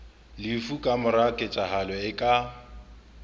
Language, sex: Southern Sotho, male